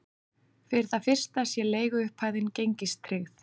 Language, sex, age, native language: Icelandic, female, 30-39, Icelandic